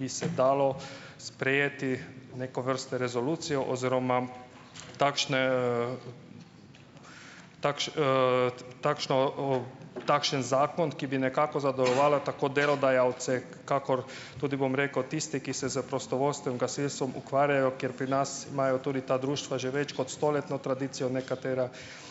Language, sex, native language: Slovenian, male, Hungarian